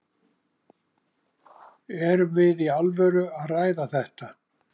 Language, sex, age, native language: Icelandic, male, 70-79, Icelandic